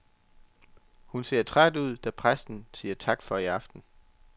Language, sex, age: Danish, male, 34